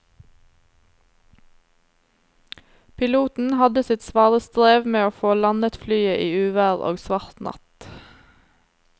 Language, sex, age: Norwegian, female, 27